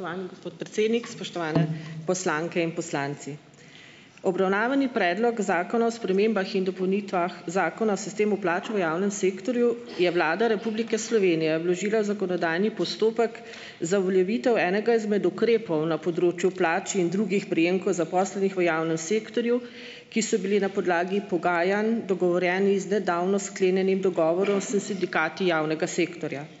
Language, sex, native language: Slovenian, female, Slovenian